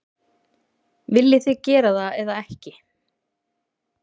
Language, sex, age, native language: Icelandic, female, 30-39, Icelandic